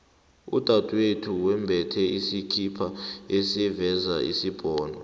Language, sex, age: South Ndebele, male, 18